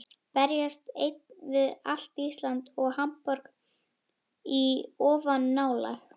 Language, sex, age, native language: Icelandic, female, 11, Icelandic